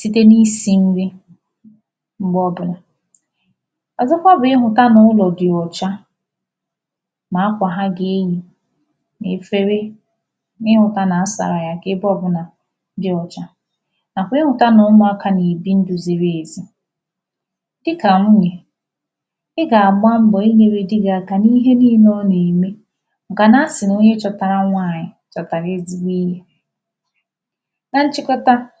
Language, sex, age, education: Igbo, female, 15-29, tertiary